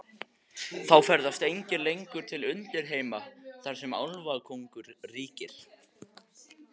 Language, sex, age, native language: Icelandic, male, 14, Icelandic